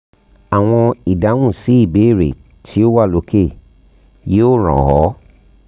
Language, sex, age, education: Yoruba, male, 30-45, tertiary